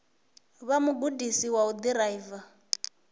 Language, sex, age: Venda, female, 21